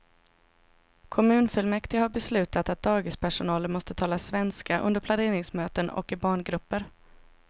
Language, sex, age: Swedish, female, 26